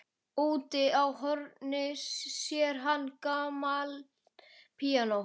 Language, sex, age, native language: Icelandic, male, 11, Icelandic